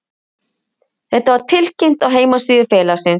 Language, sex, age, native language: Icelandic, female, 50-59, Icelandic